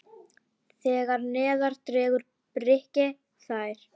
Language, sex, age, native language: Icelandic, female, 10, Icelandic